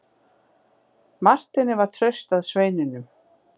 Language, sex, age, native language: Icelandic, female, 50-59, Icelandic